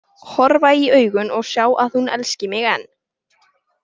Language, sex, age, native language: Icelandic, male, 18-19, Icelandic